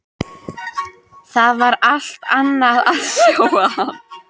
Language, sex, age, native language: Icelandic, female, 13, Icelandic